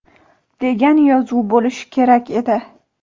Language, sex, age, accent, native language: Uzbek, female, 18-24, Andijon, Uzbek